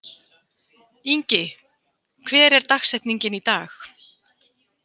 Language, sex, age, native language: Icelandic, female, 50-59, Icelandic